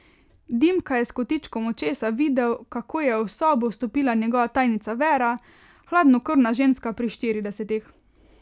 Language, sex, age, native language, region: Slovenian, female, 18-29, Slovenian, Carinthia region